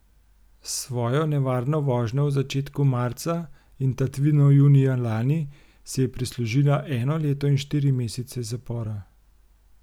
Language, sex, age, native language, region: Slovenian, male, 30-49, Slovenian, Gorenjska region